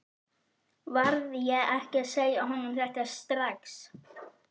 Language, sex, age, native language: Icelandic, female, 11, Icelandic